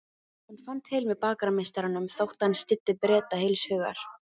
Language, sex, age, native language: Icelandic, female, 15, Icelandic